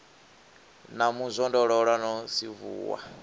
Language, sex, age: Venda, male, 24